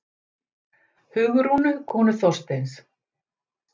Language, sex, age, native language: Icelandic, female, 60-69, Icelandic